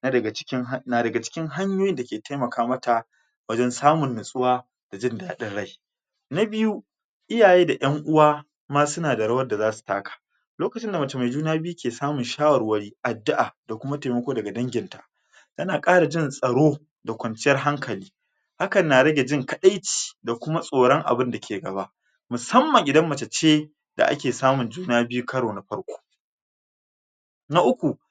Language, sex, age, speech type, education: Hausa, male, 46-60, spontaneous, tertiary